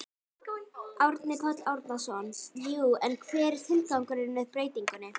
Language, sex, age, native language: Icelandic, female, 12, Icelandic